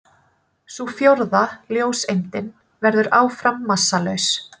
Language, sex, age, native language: Icelandic, female, 30-39, Icelandic